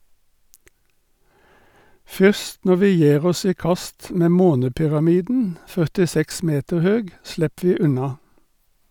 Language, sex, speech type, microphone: Norwegian, male, read, Sennheiser